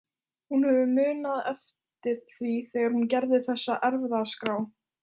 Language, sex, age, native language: Icelandic, female, 18-19, Icelandic